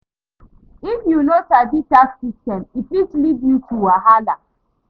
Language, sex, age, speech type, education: Nigerian Pidgin, female, 30-45, read, tertiary